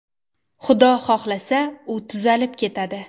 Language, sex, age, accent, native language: Uzbek, female, 19-29, Surxondaryo, Uzbek